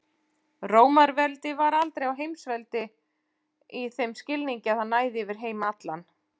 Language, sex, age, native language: Icelandic, female, 40-49, Icelandic